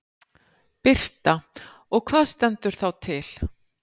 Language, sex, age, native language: Icelandic, female, 50-59, Icelandic